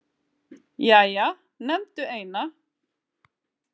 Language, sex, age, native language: Icelandic, female, 30-39, Icelandic